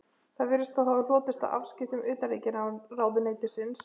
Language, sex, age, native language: Icelandic, male, 12, Icelandic